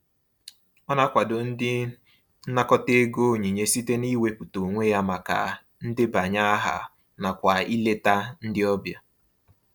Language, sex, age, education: Igbo, male, 15-29, tertiary